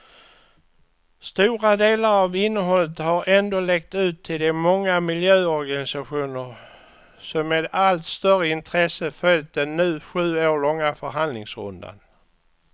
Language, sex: Swedish, male